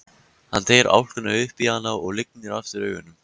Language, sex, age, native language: Icelandic, male, 14, Icelandic